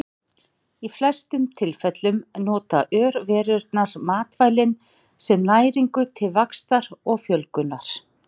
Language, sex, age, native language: Icelandic, male, 40-49, Icelandic